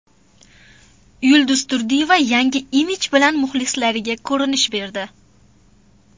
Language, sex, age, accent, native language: Uzbek, female, under 19, Farg'ona, Uzbek